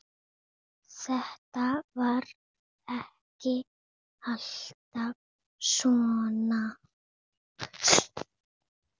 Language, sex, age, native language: Icelandic, female, 8, Spanish